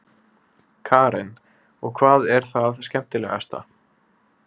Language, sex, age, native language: Icelandic, male, 20-29, Icelandic